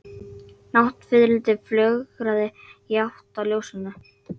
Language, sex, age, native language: Icelandic, female, 13, Icelandic